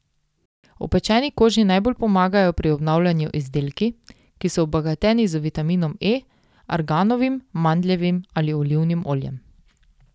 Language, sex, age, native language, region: Slovenian, female, 18-29, Slovenian, Drava region